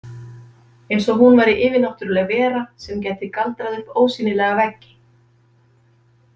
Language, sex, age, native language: Icelandic, female, 50-59, Icelandic